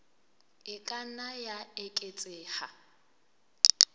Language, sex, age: Southern Sotho, female, 23